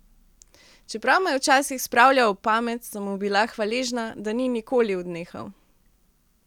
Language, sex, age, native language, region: Slovenian, female, 18-29, Slovenian, Central Slovenia